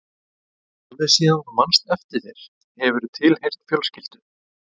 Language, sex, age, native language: Icelandic, male, 30-39, Icelandic